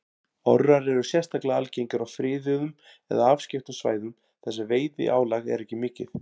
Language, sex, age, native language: Icelandic, male, 40-49, Icelandic